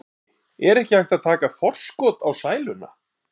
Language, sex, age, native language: Icelandic, male, 30-39, Icelandic